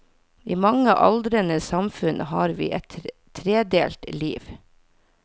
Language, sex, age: Norwegian, female, 40